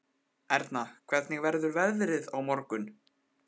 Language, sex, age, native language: Icelandic, male, 15, Icelandic